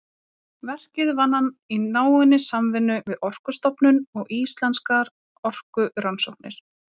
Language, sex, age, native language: Icelandic, female, 30-39, Icelandic